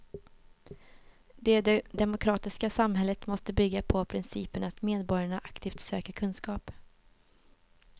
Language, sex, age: Swedish, female, 24